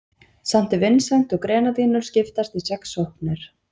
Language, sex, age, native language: Icelandic, female, 20-29, Icelandic